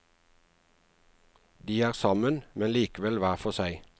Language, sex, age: Norwegian, male, 49